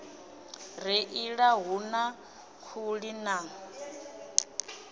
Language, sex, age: Venda, female, 24